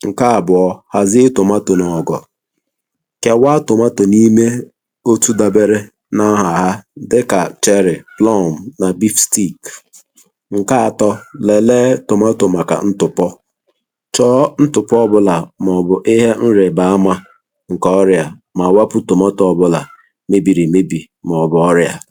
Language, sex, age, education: Igbo, male, 30-45, primary